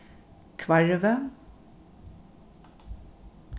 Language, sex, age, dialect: Faroese, female, 36-60, Norðurstreymoy/Eysturoy